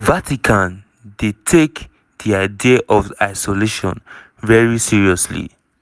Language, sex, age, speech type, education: Nigerian Pidgin, male, 15-29, spontaneous, tertiary